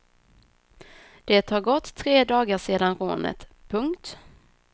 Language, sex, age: Swedish, female, 26